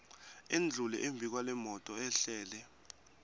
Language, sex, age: Swati, male, 18